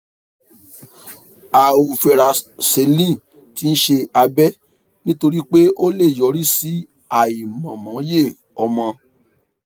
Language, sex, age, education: Yoruba, male, 30-45, tertiary